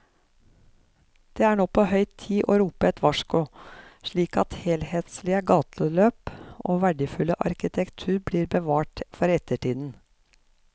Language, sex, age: Norwegian, female, 54